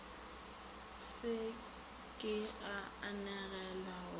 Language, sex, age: Northern Sotho, female, 18